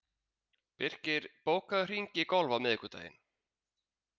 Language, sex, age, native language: Icelandic, male, 30-39, Icelandic